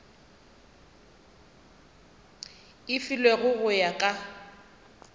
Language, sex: Northern Sotho, female